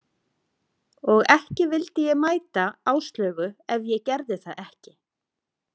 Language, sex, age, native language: Icelandic, female, 30-39, Icelandic